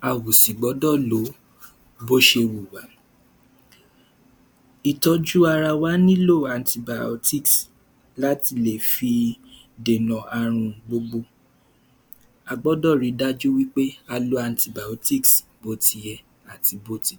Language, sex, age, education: Yoruba, male, 15-29, tertiary